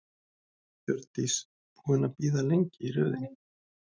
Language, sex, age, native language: Icelandic, male, 40-49, Icelandic